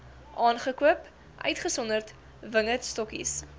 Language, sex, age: Afrikaans, female, 18